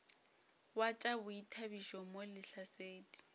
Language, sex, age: Northern Sotho, female, 22